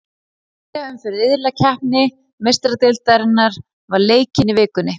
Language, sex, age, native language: Icelandic, female, 30-39, Icelandic